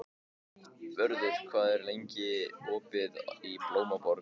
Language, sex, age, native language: Icelandic, male, 15, Icelandic